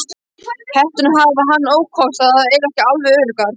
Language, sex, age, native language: Icelandic, male, 12, Icelandic